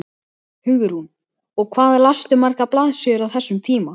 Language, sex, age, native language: Icelandic, male, 12, Icelandic